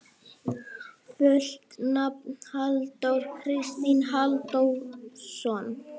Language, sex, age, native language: Icelandic, female, 30-39, Icelandic